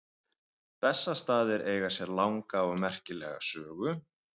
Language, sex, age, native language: Icelandic, male, 20-29, Icelandic